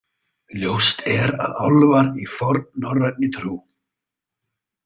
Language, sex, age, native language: Icelandic, male, 30-39, Icelandic